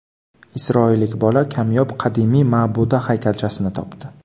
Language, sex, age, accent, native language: Uzbek, male, 18-24, Qoraqalpog'iston, Karakalpak